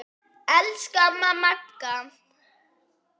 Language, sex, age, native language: Icelandic, female, 8, Icelandic